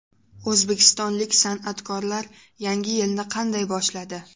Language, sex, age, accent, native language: Uzbek, female, 12-17, Toshkent shahri, Uzbek